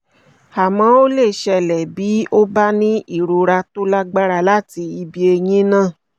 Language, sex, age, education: Yoruba, female, 30-45, tertiary